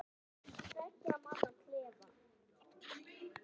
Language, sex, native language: Icelandic, other, Icelandic